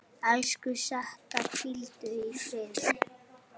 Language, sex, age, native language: Icelandic, male, 8, Icelandic